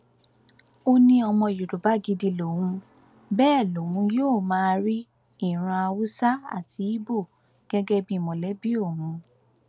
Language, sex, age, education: Yoruba, female, 15-29, tertiary